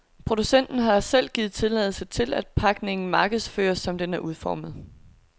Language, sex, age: Danish, female, 22